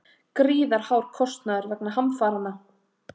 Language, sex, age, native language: Icelandic, female, 30-39, Icelandic